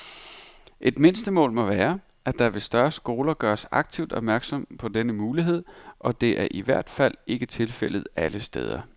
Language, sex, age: Danish, male, 31